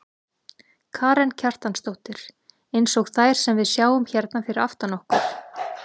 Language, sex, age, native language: Icelandic, female, 30-39, Icelandic